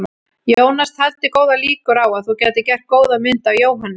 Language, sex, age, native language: Icelandic, female, 40-49, Icelandic